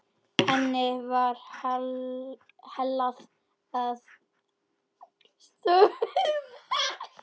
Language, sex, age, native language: Icelandic, male, 10, Icelandic